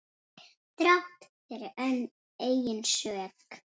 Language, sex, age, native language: Icelandic, female, 6, Icelandic